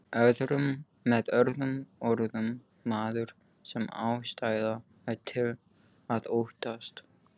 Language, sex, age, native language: Icelandic, male, 15, English